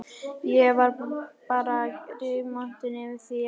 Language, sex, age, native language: Icelandic, female, 11, Icelandic